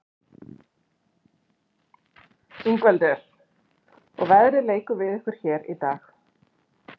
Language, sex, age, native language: Icelandic, female, 30-39, Icelandic